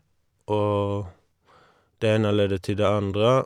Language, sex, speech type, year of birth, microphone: Norwegian, male, spontaneous, 1981, Shure